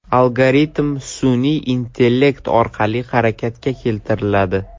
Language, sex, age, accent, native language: Uzbek, male, 12-17, Samarqand, Uzbek